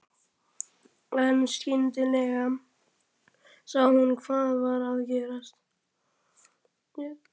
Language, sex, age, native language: Icelandic, male, 11, Icelandic